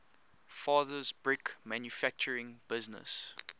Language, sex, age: English, male, 22